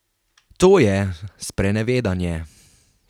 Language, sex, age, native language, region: Slovenian, male, 18-29, Slovenian, Carinthia region